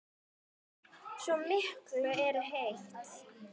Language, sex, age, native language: Icelandic, female, 10, Icelandic